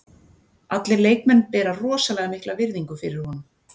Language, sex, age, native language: Icelandic, female, 40-49, Icelandic